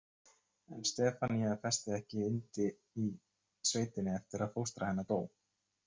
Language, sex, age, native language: Icelandic, male, 30-39, Icelandic